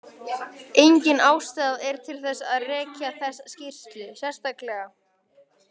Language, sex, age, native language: Icelandic, male, 18-19, Icelandic